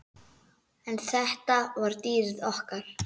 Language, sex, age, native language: Icelandic, male, 9, Icelandic